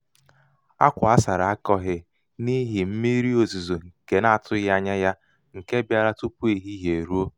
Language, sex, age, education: Igbo, male, 15-29, tertiary